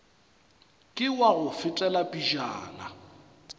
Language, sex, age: Northern Sotho, male, 35